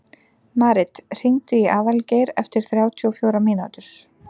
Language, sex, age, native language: Icelandic, female, 30-39, Icelandic